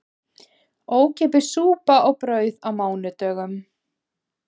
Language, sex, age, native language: Icelandic, female, 20-29, Icelandic